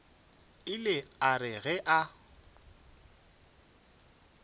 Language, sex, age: Northern Sotho, male, 24